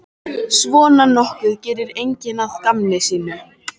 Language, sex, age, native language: Icelandic, female, 13, Icelandic